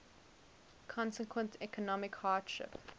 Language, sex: English, female